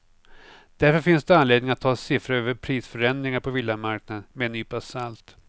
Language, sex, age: Swedish, male, 49